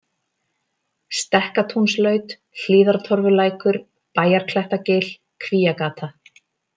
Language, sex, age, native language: Icelandic, female, 30-39, Icelandic